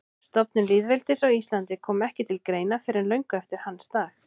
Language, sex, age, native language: Icelandic, female, 16, Icelandic